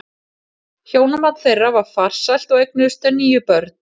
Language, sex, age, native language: Icelandic, female, 40-49, Icelandic